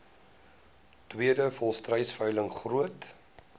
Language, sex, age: Afrikaans, male, 19